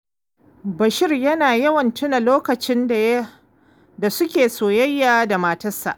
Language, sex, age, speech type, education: Hausa, female, 15-29, spontaneous, tertiary